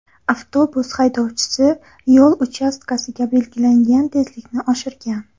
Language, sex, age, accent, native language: Uzbek, female, under 19, Xorazm, Uzbek